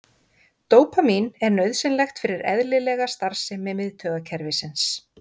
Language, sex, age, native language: Icelandic, female, 50-59, Icelandic